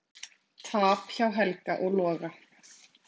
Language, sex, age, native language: Icelandic, female, 30-39, Icelandic